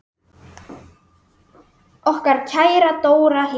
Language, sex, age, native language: Icelandic, male, 10, Icelandic